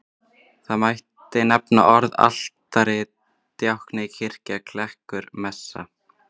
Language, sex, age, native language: Icelandic, female, 20-29, Icelandic